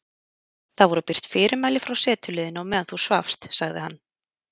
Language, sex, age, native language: Icelandic, female, 30-39, Icelandic